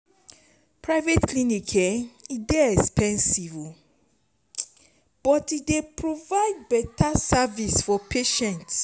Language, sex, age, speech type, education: Nigerian Pidgin, female, 30-45, spontaneous, tertiary